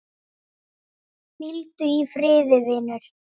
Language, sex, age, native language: Icelandic, female, 9, Icelandic